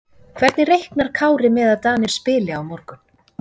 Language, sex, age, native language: Icelandic, female, 40-49, Icelandic